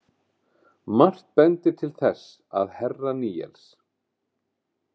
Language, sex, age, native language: Icelandic, male, 40-49, Icelandic